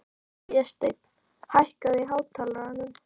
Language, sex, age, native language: Icelandic, female, 12, Icelandic